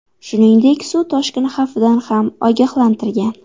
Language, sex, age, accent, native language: Uzbek, female, 18-24, Xorazm, Uzbek